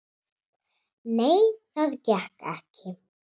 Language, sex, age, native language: Icelandic, female, 30-39, Icelandic